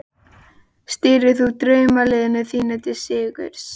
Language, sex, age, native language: Icelandic, male, 12, Icelandic